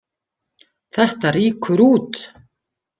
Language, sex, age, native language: Icelandic, female, 50-59, Icelandic